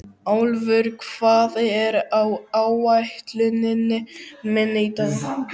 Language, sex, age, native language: Icelandic, male, 12, Icelandic